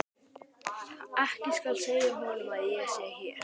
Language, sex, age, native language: Icelandic, male, 12, Icelandic